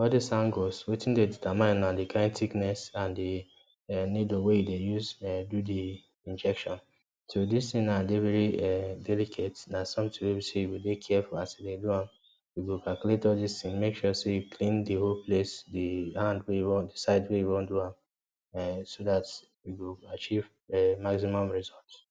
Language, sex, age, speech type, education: Nigerian Pidgin, male, 15-29, spontaneous, tertiary